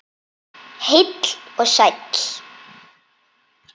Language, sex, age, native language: Icelandic, male, 8, Icelandic